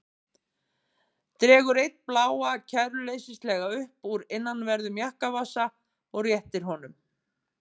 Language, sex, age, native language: Icelandic, female, 50-59, Icelandic